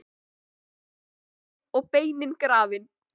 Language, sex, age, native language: Icelandic, male, 13, Icelandic